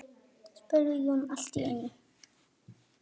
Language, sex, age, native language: Icelandic, male, 9, Icelandic